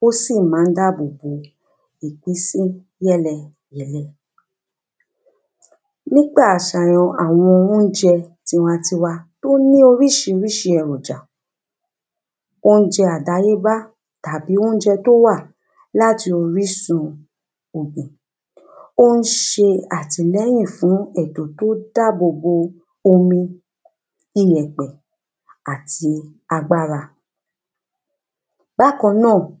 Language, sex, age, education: Yoruba, female, 30-45, primary